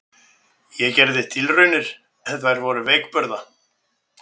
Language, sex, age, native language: Icelandic, male, 60-69, Icelandic